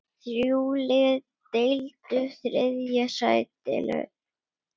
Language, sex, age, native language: Icelandic, female, 7, Icelandic